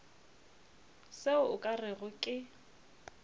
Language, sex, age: Northern Sotho, female, 25